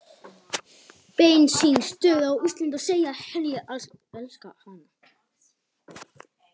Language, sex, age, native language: Icelandic, male, 18-19, Polish